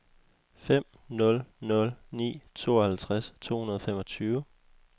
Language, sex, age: Danish, male, 21